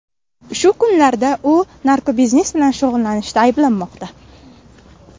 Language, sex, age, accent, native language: Uzbek, female, 18-24, Navoiy, Uzbek